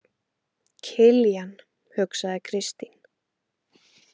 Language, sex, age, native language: Icelandic, female, 18-19, Icelandic